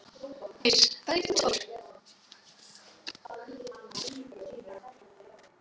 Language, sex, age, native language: Icelandic, female, 12, Icelandic